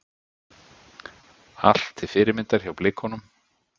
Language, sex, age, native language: Icelandic, male, 50-59, Icelandic